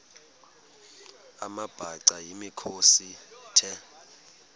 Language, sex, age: Xhosa, male, 22